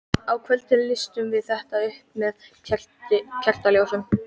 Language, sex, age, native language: Icelandic, female, 13, Icelandic